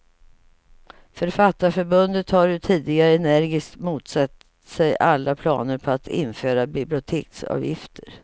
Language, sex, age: Swedish, female, 55